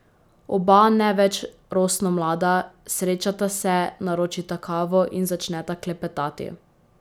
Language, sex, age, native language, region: Slovenian, female, 18-29, Slovenian, Drava region